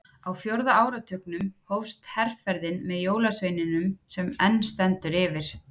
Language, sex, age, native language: Icelandic, female, 30-39, Icelandic